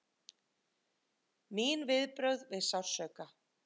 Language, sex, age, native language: Icelandic, female, 30-39, Icelandic